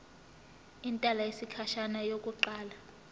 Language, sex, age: Zulu, female, 18